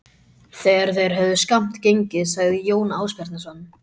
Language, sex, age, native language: Icelandic, male, 12, Icelandic